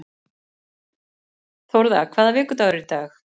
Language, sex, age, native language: Icelandic, female, 40-49, Icelandic